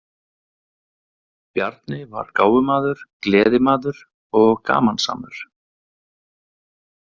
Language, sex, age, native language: Icelandic, male, 20-29, Icelandic